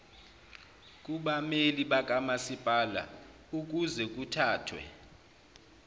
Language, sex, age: Zulu, male, 29